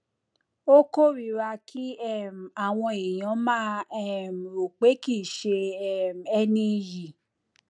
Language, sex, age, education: Yoruba, female, 30-45, tertiary